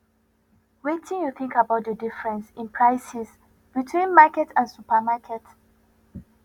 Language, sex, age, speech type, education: Nigerian Pidgin, female, 15-29, spontaneous, tertiary